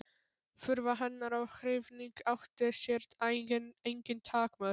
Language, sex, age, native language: Icelandic, male, 12, Polish